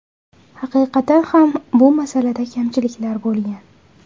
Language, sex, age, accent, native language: Uzbek, female, 18-24, Navoiy, Uzbek